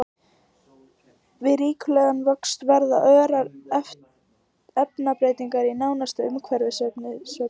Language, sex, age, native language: Icelandic, female, 18-19, Icelandic